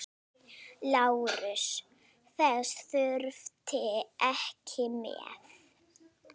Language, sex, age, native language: Icelandic, female, 9, Icelandic